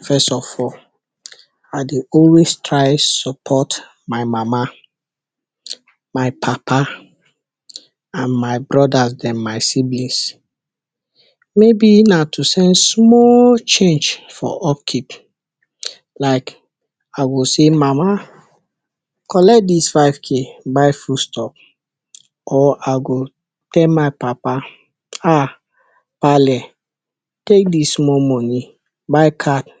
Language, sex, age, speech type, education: Nigerian Pidgin, male, 60+, spontaneous, tertiary